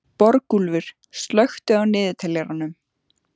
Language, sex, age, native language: Icelandic, female, 14, Icelandic